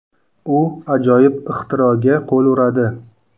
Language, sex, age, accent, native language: Uzbek, male, 19-29, Qashqadaryo, Uzbek